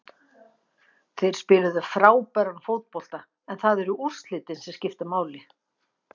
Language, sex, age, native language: Icelandic, female, 50-59, Icelandic